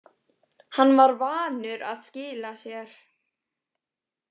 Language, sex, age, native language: Icelandic, female, 18-19, Icelandic